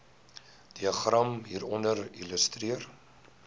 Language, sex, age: Afrikaans, male, 19